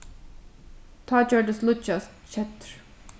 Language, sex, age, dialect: Faroese, female, 36-60, Norðurstreymoy/Eysturoy